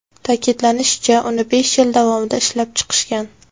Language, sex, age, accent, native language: Uzbek, female, 18-24, Navoiy, Uzbek